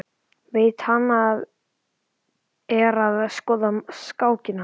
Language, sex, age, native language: Icelandic, male, 11, Icelandic